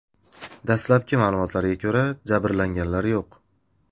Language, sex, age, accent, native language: Uzbek, male, 19-29, Andijon, Uzbek